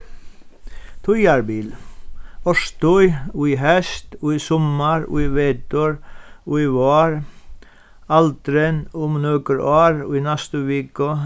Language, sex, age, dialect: Faroese, male, 36-60, Sandoy